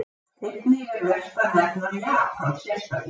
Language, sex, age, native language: Icelandic, female, 70-79, Icelandic